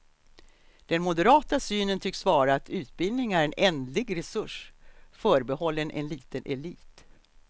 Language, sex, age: Swedish, female, 63